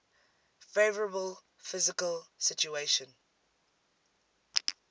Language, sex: English, female